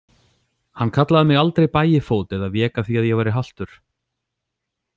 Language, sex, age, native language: Icelandic, male, 40-49, Icelandic